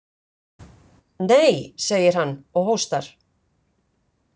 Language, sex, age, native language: Icelandic, female, 50-59, Icelandic